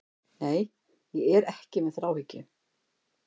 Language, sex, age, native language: Icelandic, female, 50-59, Icelandic